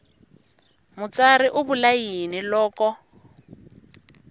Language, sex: Tsonga, female